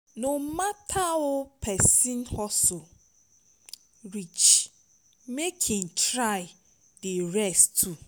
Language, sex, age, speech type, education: Nigerian Pidgin, female, 30-45, spontaneous, tertiary